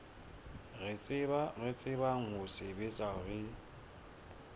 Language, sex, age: Southern Sotho, male, 24